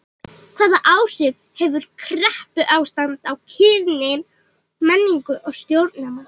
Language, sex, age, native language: Icelandic, female, 18-19, Icelandic